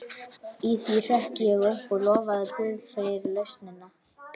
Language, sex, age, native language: Icelandic, male, 12, Icelandic